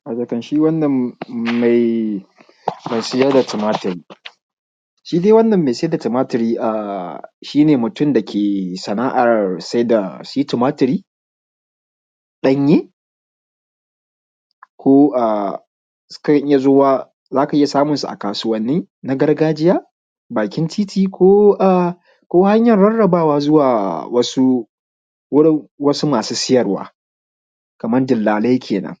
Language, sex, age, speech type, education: Hausa, male, 15-29, spontaneous, primary